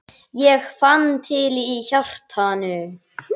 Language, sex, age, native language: Icelandic, female, 17, Icelandic